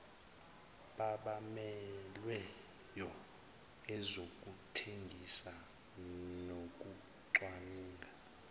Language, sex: Zulu, male